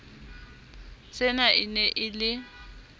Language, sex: Southern Sotho, female